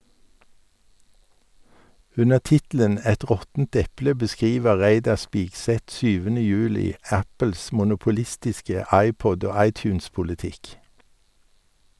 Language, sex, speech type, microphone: Norwegian, male, read, Sennheiser